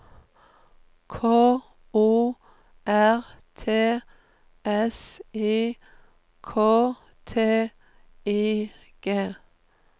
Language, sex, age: Norwegian, female, 39